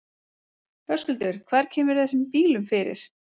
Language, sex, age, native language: Icelandic, female, 30-39, Icelandic